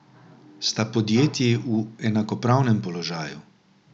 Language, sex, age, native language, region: Slovenian, male, 60+, Slovenian, Drava region